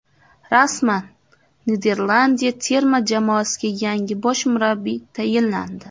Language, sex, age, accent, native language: Uzbek, female, 19-29, Namangan, Uzbek